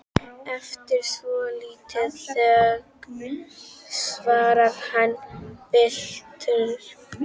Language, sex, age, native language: Icelandic, female, 12, Icelandic